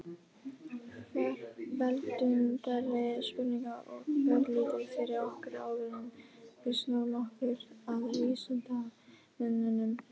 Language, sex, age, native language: Icelandic, female, 18-19, Icelandic